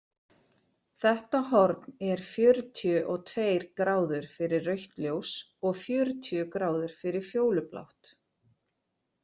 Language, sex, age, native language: Icelandic, female, 40-49, Icelandic